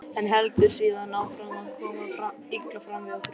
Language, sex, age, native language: Icelandic, male, 11, Icelandic